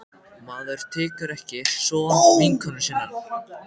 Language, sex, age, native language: Icelandic, male, 14, Icelandic